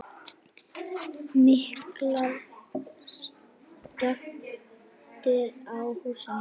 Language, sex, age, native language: Icelandic, female, 8, Icelandic